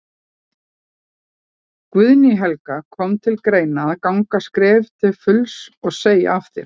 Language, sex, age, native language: Icelandic, female, 40-49, Icelandic